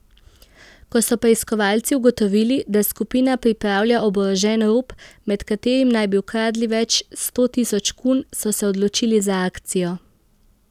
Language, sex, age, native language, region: Slovenian, female, 18-29, Slovenian, Central Slovenia